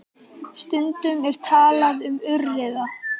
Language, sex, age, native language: Icelandic, female, 18-19, Icelandic